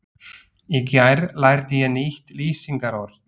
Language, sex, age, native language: Icelandic, male, 40-49, Slovak